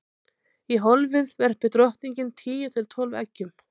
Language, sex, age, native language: Icelandic, female, 30-39, Icelandic